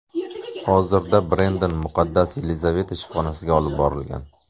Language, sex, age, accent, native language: Uzbek, male, 25-34, Surxondaryo, Uzbek